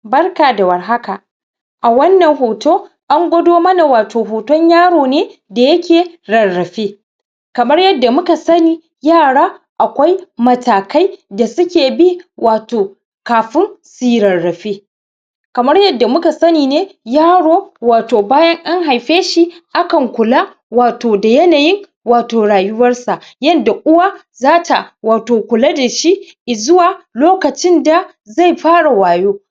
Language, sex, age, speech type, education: Hausa, male, 15-29, spontaneous, secondary